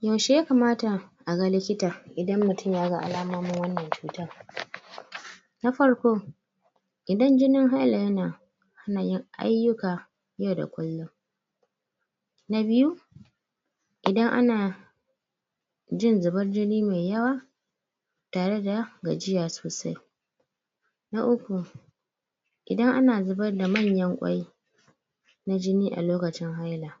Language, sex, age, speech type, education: Hausa, female, 30-45, spontaneous, tertiary